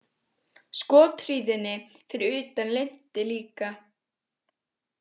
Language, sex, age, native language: Icelandic, female, 20-29, Icelandic